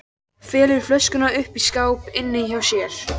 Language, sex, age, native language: Icelandic, female, 14, Icelandic